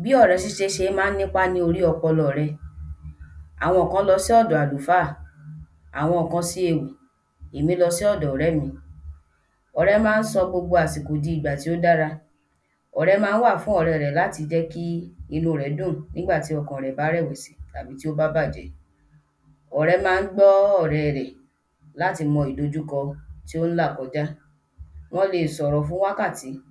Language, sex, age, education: Yoruba, female, 15-29, tertiary